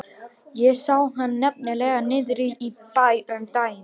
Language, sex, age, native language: Icelandic, female, 18-19, Romanian